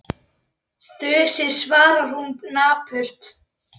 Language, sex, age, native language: Icelandic, female, 9, Icelandic